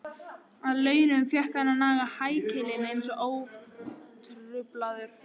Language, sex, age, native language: Icelandic, female, 14, Icelandic